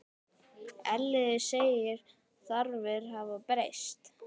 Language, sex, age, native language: Icelandic, male, 10, Icelandic